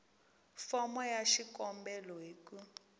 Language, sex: Tsonga, female